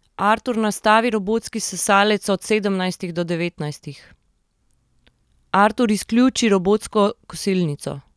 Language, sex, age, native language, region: Slovenian, female, 30-49, Slovenian, Central Slovenia